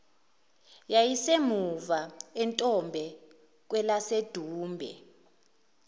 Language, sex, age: Zulu, female, 19